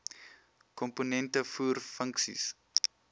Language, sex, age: Afrikaans, male, 21